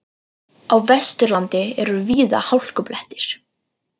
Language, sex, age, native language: Icelandic, female, 40-49, Icelandic